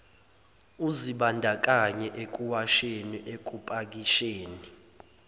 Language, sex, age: Zulu, male, 20